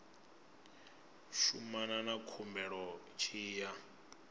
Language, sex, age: Venda, male, 24